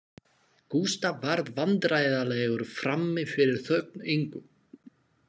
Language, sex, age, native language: Icelandic, male, 20-29, Slovak